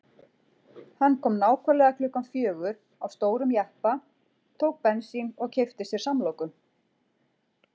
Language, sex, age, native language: Icelandic, female, 40-49, Icelandic